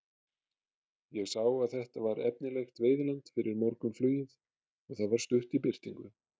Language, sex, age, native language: Icelandic, male, 30-39, Icelandic